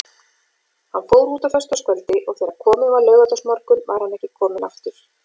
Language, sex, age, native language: Icelandic, female, 40-49, Icelandic